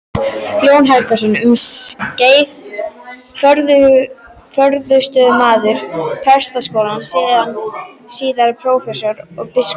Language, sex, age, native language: Icelandic, female, 12, Icelandic